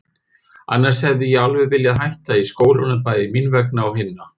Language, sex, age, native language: Icelandic, male, 50-59, Icelandic